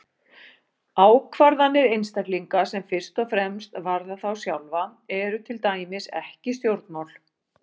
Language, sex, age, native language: Icelandic, female, 40-49, Icelandic